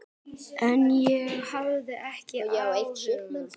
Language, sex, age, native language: Icelandic, male, 10, Icelandic